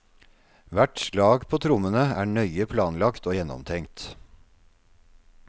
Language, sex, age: Norwegian, male, 48